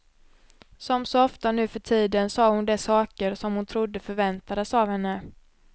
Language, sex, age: Swedish, female, 26